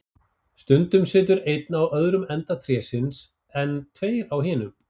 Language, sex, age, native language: Icelandic, male, 40-49, Icelandic